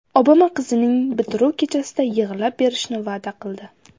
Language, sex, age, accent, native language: Uzbek, female, under 19, Samarqand, Uzbek